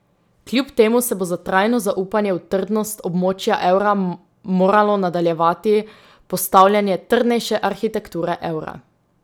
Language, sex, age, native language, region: Slovenian, female, 18-29, Slovenian, Drava region